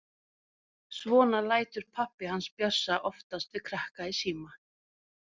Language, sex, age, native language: Icelandic, female, 30-39, Norwegian